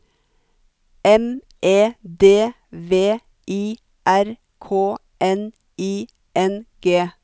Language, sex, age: Norwegian, female, 45